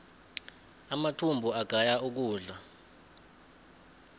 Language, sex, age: South Ndebele, male, 20